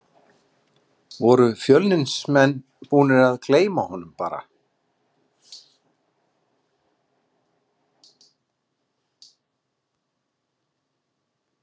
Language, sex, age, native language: Icelandic, male, 40-49, Icelandic